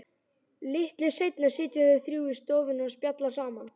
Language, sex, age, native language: Icelandic, male, 11, Icelandic